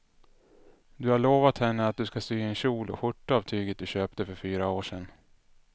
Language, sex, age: Swedish, male, 33